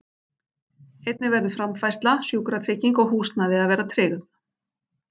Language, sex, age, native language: Icelandic, female, 40-49, Icelandic